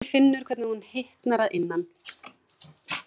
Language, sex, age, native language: Icelandic, female, 40-49, Icelandic